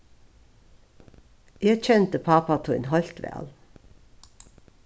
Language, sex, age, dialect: Faroese, female, 36-60, Norðuroyggjar